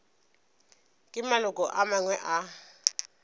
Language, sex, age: Northern Sotho, female, 25